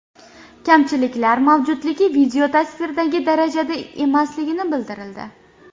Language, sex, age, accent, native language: Uzbek, female, 18-24, Andijon, Uzbek